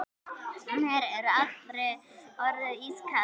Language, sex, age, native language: Icelandic, female, 9, Icelandic